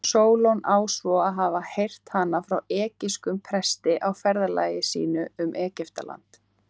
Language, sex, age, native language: Icelandic, female, 18-19, Icelandic